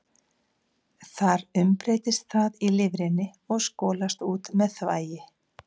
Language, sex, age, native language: Icelandic, female, 50-59, Icelandic